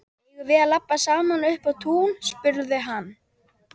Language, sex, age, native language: Icelandic, female, 12, Icelandic